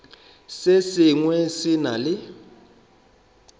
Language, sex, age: Northern Sotho, male, 25